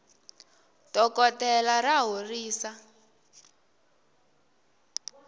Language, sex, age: Tsonga, female, 18